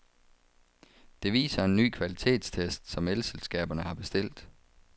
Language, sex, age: Danish, male, 35